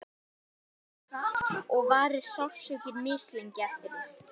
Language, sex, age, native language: Icelandic, male, 18-19, Icelandic